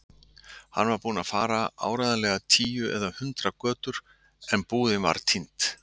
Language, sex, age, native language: Icelandic, male, 60-69, Icelandic